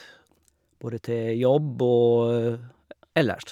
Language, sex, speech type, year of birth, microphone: Norwegian, male, spontaneous, 1956, Shure